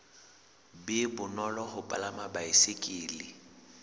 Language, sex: Southern Sotho, male